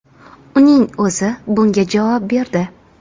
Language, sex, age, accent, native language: Uzbek, female, 25-34, Namangan, Uzbek